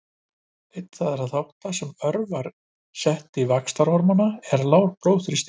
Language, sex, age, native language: Icelandic, male, 50-59, Icelandic